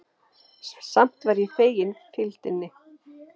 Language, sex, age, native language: Icelandic, female, 40-49, Icelandic